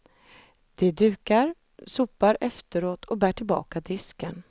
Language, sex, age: Swedish, female, 32